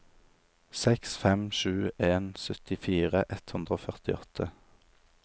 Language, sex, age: Norwegian, male, 27